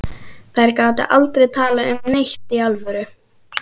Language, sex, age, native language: Icelandic, female, 12, Icelandic